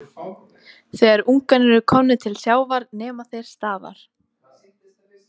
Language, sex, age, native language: Icelandic, female, 18-19, Icelandic